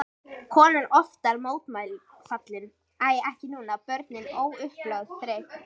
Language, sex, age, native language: Icelandic, female, 13, Icelandic